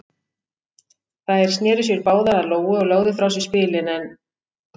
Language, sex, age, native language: Icelandic, female, 50-59, Icelandic